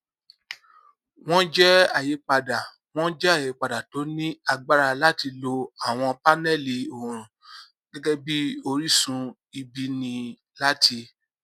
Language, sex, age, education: Yoruba, male, 30-45, tertiary